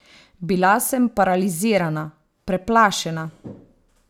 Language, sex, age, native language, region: Slovenian, female, 30-49, Slovenian, Savinja region